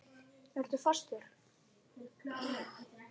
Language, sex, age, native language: Icelandic, male, 9, Icelandic